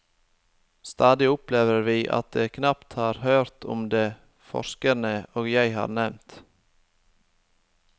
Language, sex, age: Norwegian, male, 25